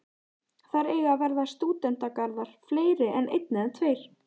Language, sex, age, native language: Icelandic, female, 14, Icelandic